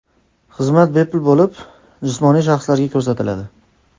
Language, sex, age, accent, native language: Uzbek, male, 25-34, Farg'ona, Uzbek